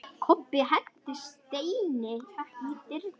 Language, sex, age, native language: Icelandic, male, 10, Icelandic